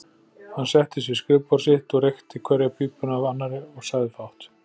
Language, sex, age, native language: Icelandic, male, 40-49, Icelandic